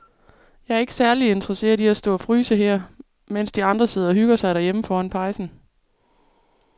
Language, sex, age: Danish, female, 37